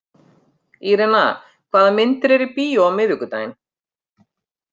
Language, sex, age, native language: Icelandic, female, 50-59, Icelandic